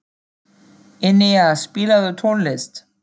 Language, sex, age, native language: Icelandic, female, 40-49, German